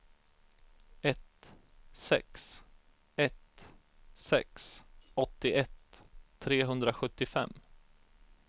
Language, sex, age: Swedish, male, 34